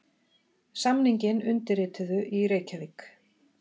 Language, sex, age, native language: Icelandic, female, 40-49, Icelandic